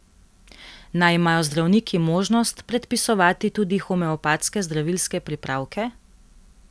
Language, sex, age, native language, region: Slovenian, female, 18-29, Slovenian, Central Slovenia